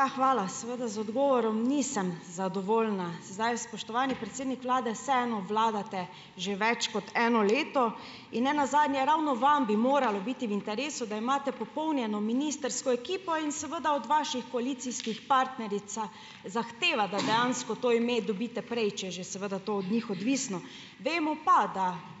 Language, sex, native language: Slovenian, female, Slovenian